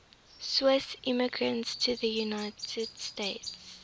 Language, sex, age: English, female, 23